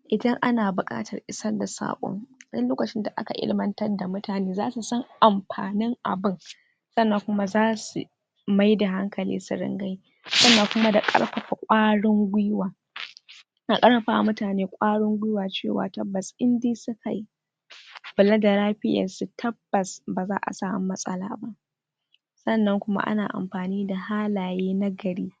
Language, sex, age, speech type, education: Hausa, female, 46-60, spontaneous, tertiary